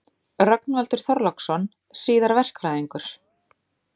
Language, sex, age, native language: Icelandic, female, 30-39, Icelandic